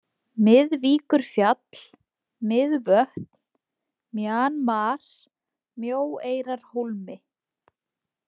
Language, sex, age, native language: Icelandic, female, 20-29, Icelandic